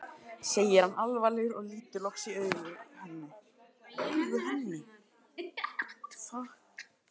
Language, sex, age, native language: Icelandic, male, 12, Icelandic